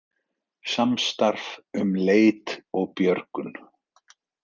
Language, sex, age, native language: Icelandic, male, 40-49, Icelandic